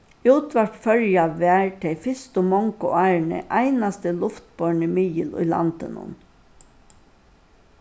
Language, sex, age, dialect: Faroese, female, 61+, Suðurstreymoy